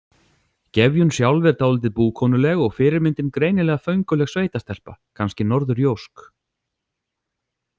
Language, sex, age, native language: Icelandic, male, 40-49, Icelandic